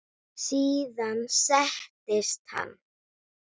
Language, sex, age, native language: Icelandic, female, 9, Icelandic